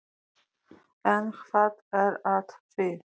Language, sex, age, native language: Icelandic, male, 18-19, Icelandic